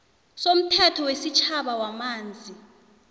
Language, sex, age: South Ndebele, female, 26